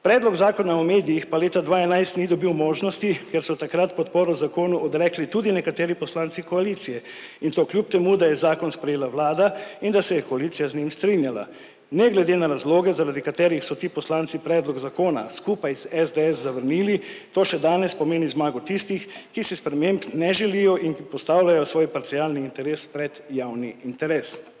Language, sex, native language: Slovenian, male, Slovenian